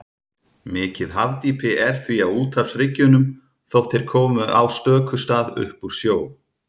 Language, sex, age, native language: Icelandic, male, 30-39, Icelandic